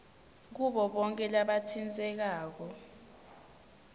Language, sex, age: Swati, female, 20